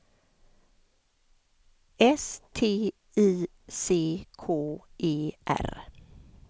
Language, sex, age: Swedish, female, 50